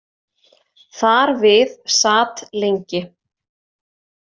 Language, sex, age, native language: Icelandic, female, 30-39, Icelandic